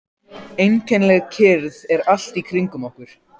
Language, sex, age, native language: Icelandic, other, 14, Icelandic